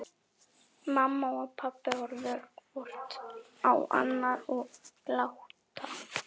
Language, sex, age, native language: Icelandic, female, 11, German